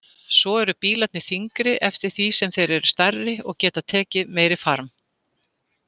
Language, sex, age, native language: Icelandic, female, 60-69, Icelandic